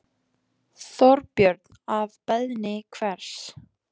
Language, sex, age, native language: Icelandic, female, 14, Icelandic